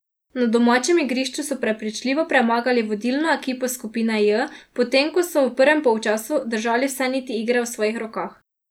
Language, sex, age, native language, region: Slovenian, female, 18-29, Slovenian, Drava region